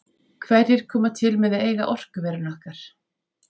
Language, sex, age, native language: Icelandic, female, 30-39, Icelandic